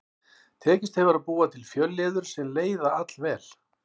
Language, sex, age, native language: Icelandic, male, 60-69, Icelandic